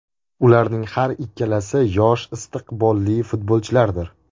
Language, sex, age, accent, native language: Uzbek, male, 18-24, Andijon, Uzbek